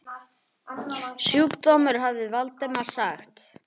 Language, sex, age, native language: Icelandic, male, 18-19, Icelandic